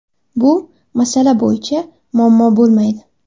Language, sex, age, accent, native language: Uzbek, female, under 19, Andijon, Uzbek